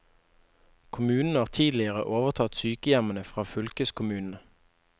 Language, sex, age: Norwegian, male, 21